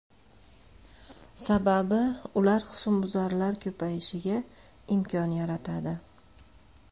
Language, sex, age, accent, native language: Uzbek, female, 35+, Andijon, Uzbek